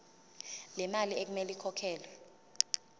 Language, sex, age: Zulu, female, 20